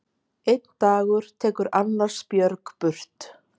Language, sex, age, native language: Icelandic, female, 50-59, Icelandic